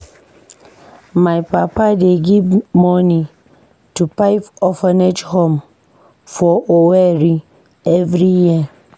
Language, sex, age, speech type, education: Nigerian Pidgin, female, 15-29, read, tertiary